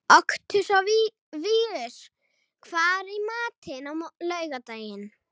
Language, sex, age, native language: Icelandic, female, 18-19, Icelandic